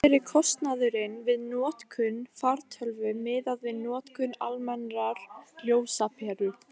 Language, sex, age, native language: Icelandic, female, 18-19, Icelandic